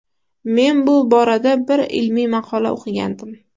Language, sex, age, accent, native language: Uzbek, female, under 19, Toshkent shahri, Uzbek